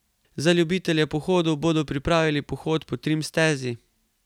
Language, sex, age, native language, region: Slovenian, male, 18-29, Slovenian, Carinthia region